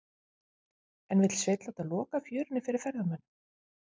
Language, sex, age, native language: Icelandic, female, 50-59, Icelandic